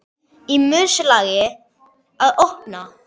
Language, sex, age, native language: Icelandic, male, 10, Icelandic